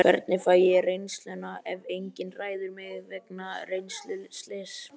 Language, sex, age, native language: Icelandic, male, 11, Icelandic